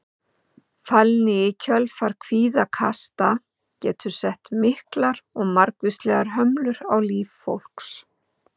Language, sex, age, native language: Icelandic, female, 50-59, Icelandic